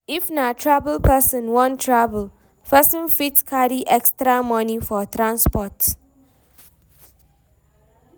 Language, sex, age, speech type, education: Nigerian Pidgin, female, 15-29, read, tertiary